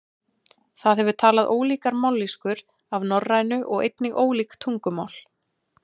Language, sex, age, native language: Icelandic, female, 30-39, Icelandic